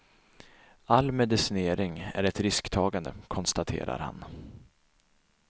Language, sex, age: Swedish, male, 24